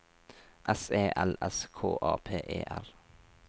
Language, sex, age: Norwegian, male, 23